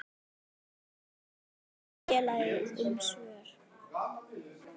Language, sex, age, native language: Icelandic, male, 10, Icelandic